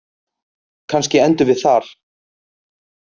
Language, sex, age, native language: Icelandic, male, 30-39, Icelandic